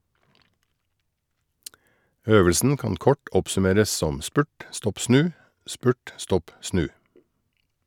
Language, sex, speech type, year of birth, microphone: Norwegian, male, read, 1961, Shure